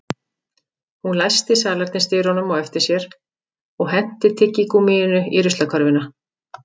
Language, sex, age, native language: Icelandic, female, 50-59, Icelandic